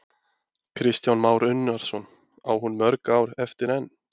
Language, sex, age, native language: Icelandic, male, 20-29, Icelandic